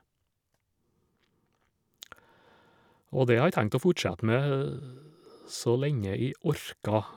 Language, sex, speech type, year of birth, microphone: Norwegian, male, spontaneous, 1956, Shure